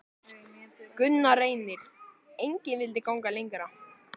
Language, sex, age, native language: Icelandic, male, 14, Icelandic